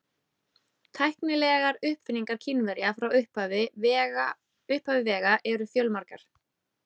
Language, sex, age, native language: Icelandic, female, 30-39, Icelandic